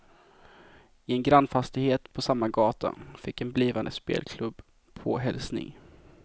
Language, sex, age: Swedish, male, 24